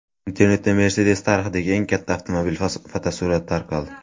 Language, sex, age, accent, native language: Uzbek, male, under 19, Andijon, Uzbek